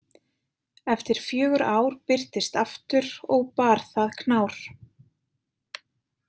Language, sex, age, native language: Icelandic, female, 20-29, Icelandic